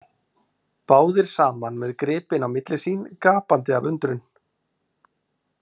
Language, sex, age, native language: Icelandic, male, 40-49, Icelandic